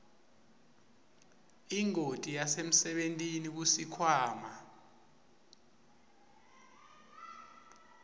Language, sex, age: Swati, male, 24